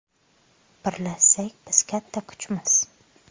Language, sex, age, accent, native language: Uzbek, female, 25-34, Qashqadaryo, Uzbek